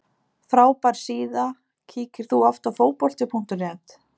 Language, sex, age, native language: Icelandic, female, 30-39, Icelandic